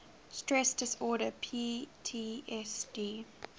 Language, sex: English, female